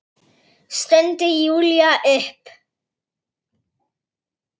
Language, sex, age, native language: Icelandic, female, 9, Icelandic